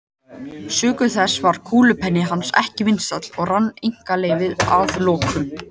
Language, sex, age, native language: Icelandic, male, 18-19, Icelandic